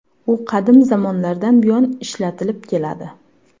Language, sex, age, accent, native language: Uzbek, female, 19-29, Farg'ona, Uzbek